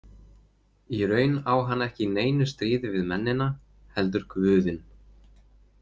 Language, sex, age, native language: Icelandic, male, 20-29, Icelandic